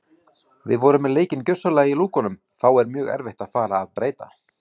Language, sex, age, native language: Icelandic, male, 40-49, Icelandic